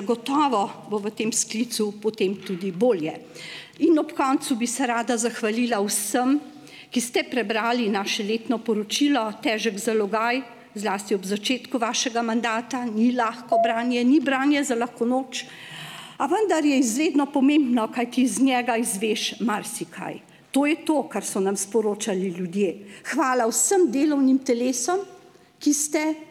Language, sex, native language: Slovenian, female, Slovenian